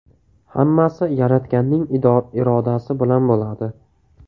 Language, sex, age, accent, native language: Uzbek, male, 18-24, Toshkent viloyati, Uzbek